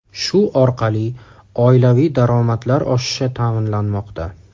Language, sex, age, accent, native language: Uzbek, male, 35+, Qashqadaryo, Uzbek